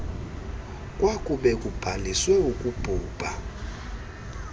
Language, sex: Xhosa, male